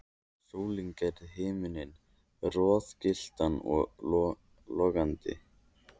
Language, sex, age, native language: Icelandic, male, 14, Icelandic